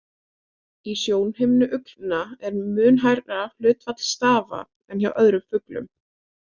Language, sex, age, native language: Icelandic, female, 20-29, Icelandic